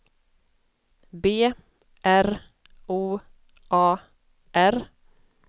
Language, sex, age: Swedish, female, 25